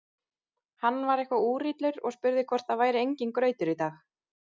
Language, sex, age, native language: Icelandic, female, 30-39, Icelandic